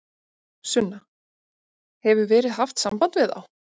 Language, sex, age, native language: Icelandic, female, 30-39, Icelandic